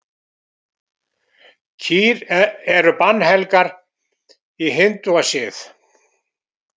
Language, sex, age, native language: Icelandic, male, 70-79, Icelandic